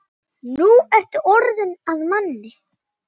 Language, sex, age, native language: Icelandic, male, 9, Icelandic